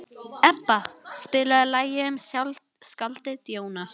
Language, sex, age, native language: Icelandic, female, 11, Icelandic